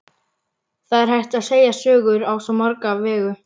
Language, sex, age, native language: Icelandic, male, 11, Icelandic